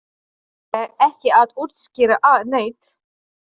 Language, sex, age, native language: Icelandic, female, 30-39, Polish